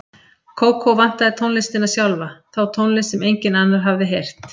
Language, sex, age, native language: Icelandic, female, 50-59, Icelandic